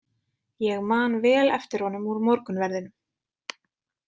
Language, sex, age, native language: Icelandic, female, 20-29, Icelandic